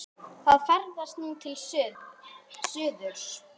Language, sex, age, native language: Icelandic, female, 8, Icelandic